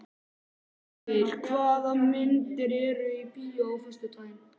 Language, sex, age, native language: Icelandic, male, 11, Icelandic